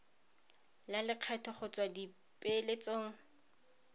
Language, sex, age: Tswana, female, 31